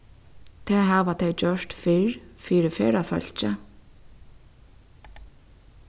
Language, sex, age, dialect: Faroese, female, 36-60, Suðurstreymoy